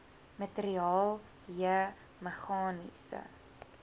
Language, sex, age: Afrikaans, female, 20